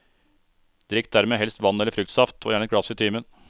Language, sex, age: Norwegian, male, 36